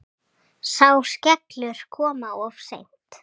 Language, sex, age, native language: Icelandic, female, 7, Icelandic